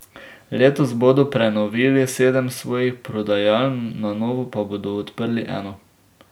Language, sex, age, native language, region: Slovenian, male, 18-29, Slovenian, Drava region